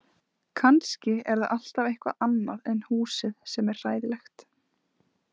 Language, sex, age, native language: Icelandic, female, 20-29, Icelandic